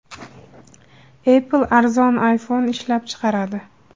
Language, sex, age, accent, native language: Uzbek, female, 18-24, Andijon, Uzbek